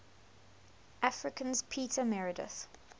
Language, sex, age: English, female, 21